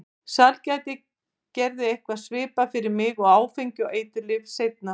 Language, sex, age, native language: Icelandic, female, 50-59, Icelandic